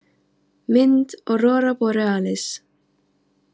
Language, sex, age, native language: Icelandic, female, 18-19, Icelandic